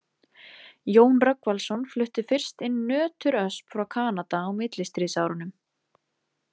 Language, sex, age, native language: Icelandic, female, 20-29, Icelandic